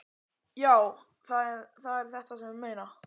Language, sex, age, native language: Icelandic, male, 12, Icelandic